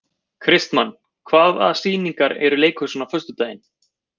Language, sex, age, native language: Icelandic, male, 20-29, Icelandic